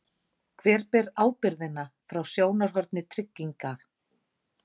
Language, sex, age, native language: Icelandic, female, 40-49, Icelandic